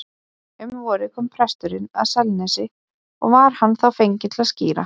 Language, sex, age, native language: Icelandic, female, 20-29, Icelandic